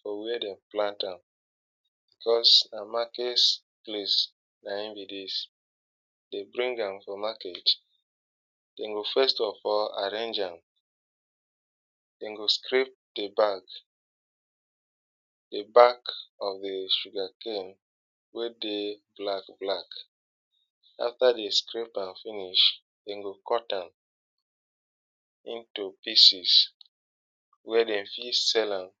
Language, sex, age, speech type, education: Nigerian Pidgin, male, 15-29, spontaneous, tertiary